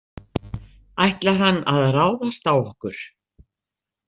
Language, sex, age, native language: Icelandic, female, 60-69, Icelandic